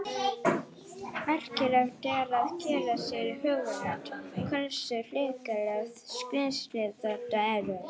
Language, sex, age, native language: Icelandic, female, 40-49, Icelandic